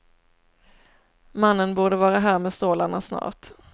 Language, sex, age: Swedish, female, 27